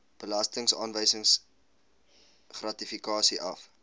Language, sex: Afrikaans, male